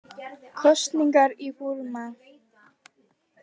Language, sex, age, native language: Icelandic, other, 20-29, Icelandic